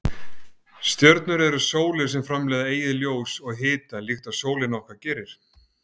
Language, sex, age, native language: Icelandic, male, 50-59, Icelandic